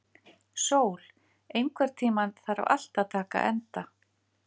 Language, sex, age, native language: Icelandic, female, 50-59, Icelandic